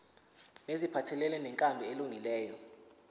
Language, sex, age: Zulu, male, 19